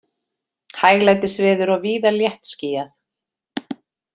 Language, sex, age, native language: Icelandic, female, 40-49, Icelandic